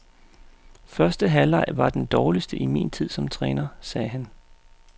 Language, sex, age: Danish, male, 35